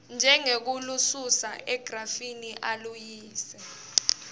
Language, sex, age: Swati, female, 18